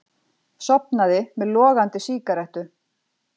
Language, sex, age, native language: Icelandic, female, 40-49, Icelandic